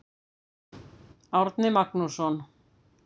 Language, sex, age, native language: Icelandic, female, 50-59, Icelandic